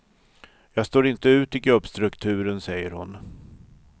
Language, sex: Swedish, male